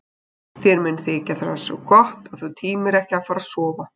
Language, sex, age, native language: Icelandic, female, 20-29, Icelandic